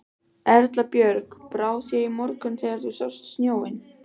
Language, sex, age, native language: Icelandic, female, 12, Icelandic